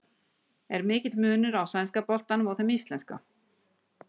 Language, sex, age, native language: Icelandic, female, 60-69, Icelandic